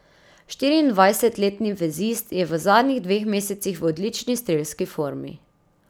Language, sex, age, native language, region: Slovenian, female, 30-49, Slovenian, Drava region